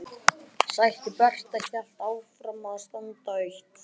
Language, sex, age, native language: Icelandic, male, 11, Icelandic